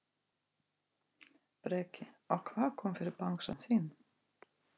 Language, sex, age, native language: Icelandic, female, 40-49, Russian